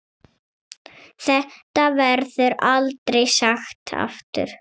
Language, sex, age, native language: Icelandic, female, 6, Icelandic